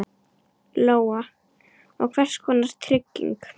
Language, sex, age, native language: Icelandic, female, 12, Icelandic